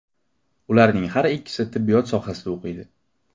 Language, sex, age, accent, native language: Uzbek, male, 18-24, Qashqadaryo, Uzbek